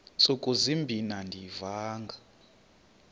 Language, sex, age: Xhosa, male, 33